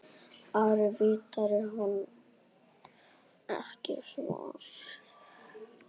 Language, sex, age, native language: Icelandic, male, 9, Icelandic